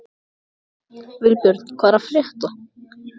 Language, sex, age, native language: Icelandic, male, 14, Icelandic